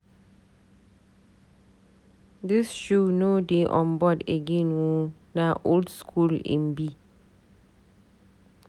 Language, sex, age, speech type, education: Nigerian Pidgin, female, 30-45, read, tertiary